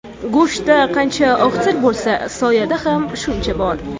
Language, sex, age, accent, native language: Uzbek, female, 18-24, Toshkent shahri, Uzbek